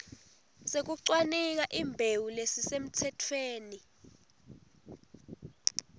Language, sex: Swati, female